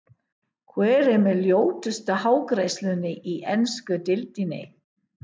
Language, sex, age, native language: Icelandic, female, 50-59, English